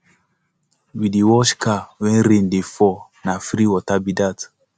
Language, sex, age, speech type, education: Nigerian Pidgin, male, 15-29, spontaneous, tertiary